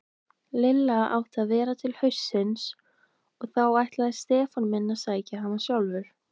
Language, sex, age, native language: Icelandic, female, 20-29, Icelandic